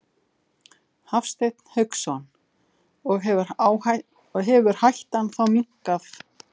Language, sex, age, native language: Icelandic, female, 50-59, Icelandic